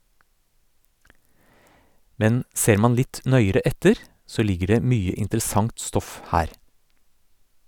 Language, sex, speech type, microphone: Norwegian, male, read, Sennheiser